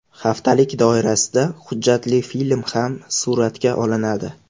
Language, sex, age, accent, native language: Uzbek, male, 18-24, Andijon, Uzbek